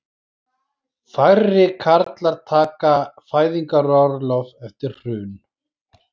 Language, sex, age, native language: Icelandic, male, 40-49, Icelandic